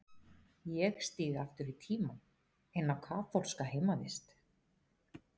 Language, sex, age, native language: Icelandic, female, 40-49, Icelandic